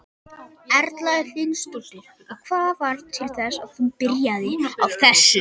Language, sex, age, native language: Icelandic, male, 18-19, Icelandic